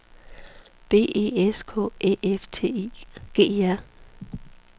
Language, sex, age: Danish, female, 43